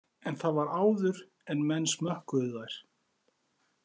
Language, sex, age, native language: Icelandic, male, 40-49, Icelandic